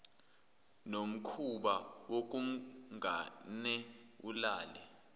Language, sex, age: Zulu, male, 21